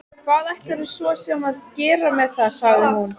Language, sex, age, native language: Icelandic, female, 13, Icelandic